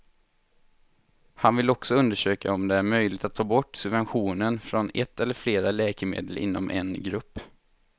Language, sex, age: Swedish, male, 23